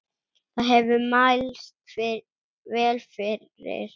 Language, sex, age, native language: Icelandic, female, 7, Icelandic